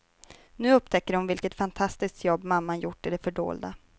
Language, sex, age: Swedish, female, 23